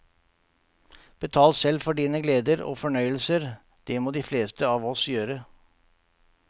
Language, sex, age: Norwegian, male, 48